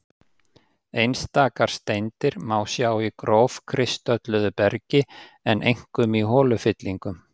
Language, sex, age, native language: Icelandic, male, 50-59, Icelandic